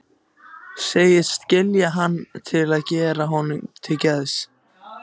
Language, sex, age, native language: Icelandic, other, 14, Icelandic